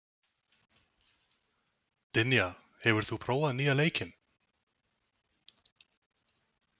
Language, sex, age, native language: Icelandic, male, 20-29, Icelandic